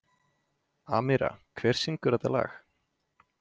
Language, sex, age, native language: Icelandic, male, 20-29, Icelandic